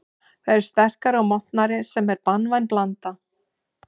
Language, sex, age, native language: Icelandic, male, 11, Icelandic